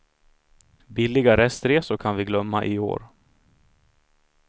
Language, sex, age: Swedish, male, 26